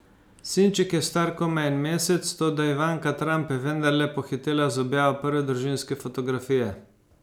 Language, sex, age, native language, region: Slovenian, male, 50-59, Slovenian, Savinja region